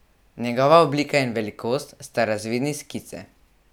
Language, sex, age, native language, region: Slovenian, male, 12-17, Slovenian, Central Slovenia